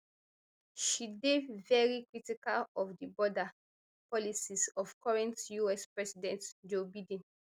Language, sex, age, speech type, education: Nigerian Pidgin, female, 30-45, spontaneous, tertiary